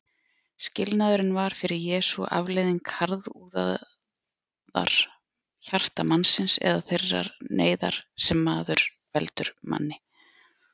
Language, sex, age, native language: Icelandic, female, 40-49, Icelandic